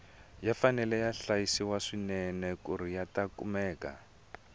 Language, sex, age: Tsonga, male, 22